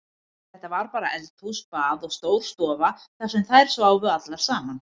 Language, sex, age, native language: Icelandic, female, 50-59, Icelandic